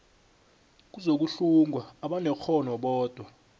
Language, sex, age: South Ndebele, male, 21